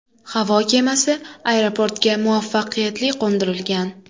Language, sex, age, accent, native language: Uzbek, female, 18-24, Toshkent shahri, Uzbek